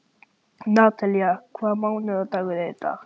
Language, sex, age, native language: Icelandic, male, 11, Icelandic